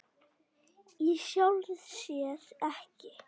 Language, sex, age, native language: Icelandic, female, 8, Icelandic